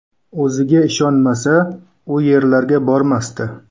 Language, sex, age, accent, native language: Uzbek, male, 19-29, Qashqadaryo, Uzbek